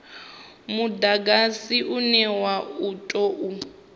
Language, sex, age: Venda, female, 25